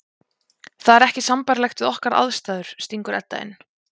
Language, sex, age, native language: Icelandic, female, 20-29, Icelandic